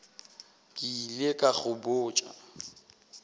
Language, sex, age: Northern Sotho, male, 18